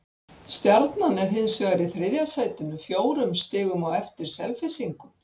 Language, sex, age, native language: Icelandic, female, 60-69, Icelandic